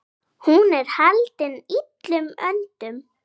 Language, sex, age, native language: Icelandic, female, 8, Icelandic